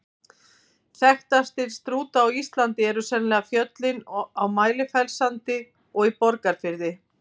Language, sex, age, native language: Icelandic, female, 50-59, Icelandic